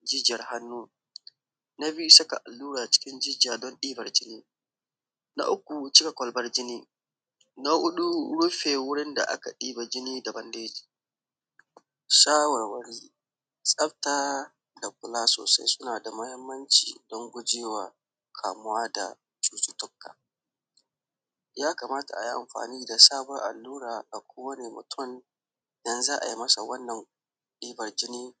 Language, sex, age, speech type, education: Hausa, male, 15-29, spontaneous, tertiary